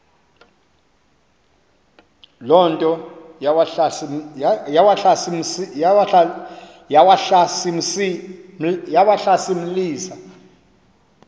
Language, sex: Xhosa, male